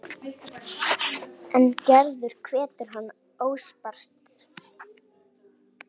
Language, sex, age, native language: Icelandic, female, 7, Icelandic